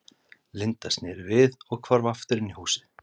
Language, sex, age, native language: Icelandic, male, 30-39, Icelandic